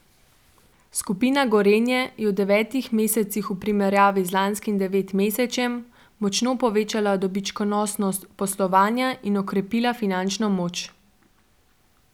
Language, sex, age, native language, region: Slovenian, female, 12-17, Slovenian, Central Slovenia